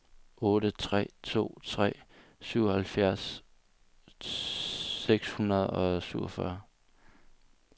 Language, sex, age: Danish, male, 22